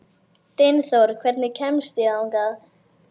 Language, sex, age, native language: Icelandic, female, 11, Icelandic